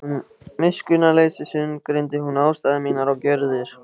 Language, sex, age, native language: Icelandic, male, 15, Icelandic